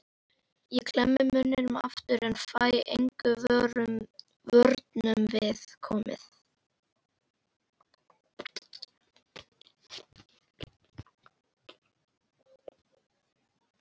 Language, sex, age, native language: Icelandic, female, 11, Icelandic